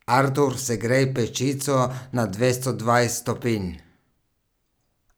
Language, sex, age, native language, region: Slovenian, male, 30-49, Slovenian, Gorica region